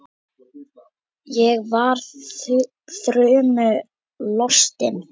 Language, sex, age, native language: Icelandic, female, 10, Icelandic